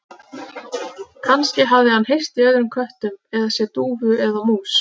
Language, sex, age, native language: Icelandic, female, 30-39, Icelandic